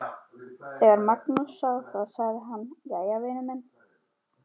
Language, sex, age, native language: Icelandic, female, 12, Icelandic